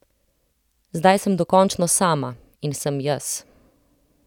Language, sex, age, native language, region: Slovenian, female, 30-49, Slovenian, Central Slovenia